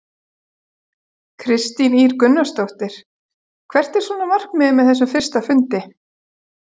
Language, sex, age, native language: Icelandic, female, 40-49, Icelandic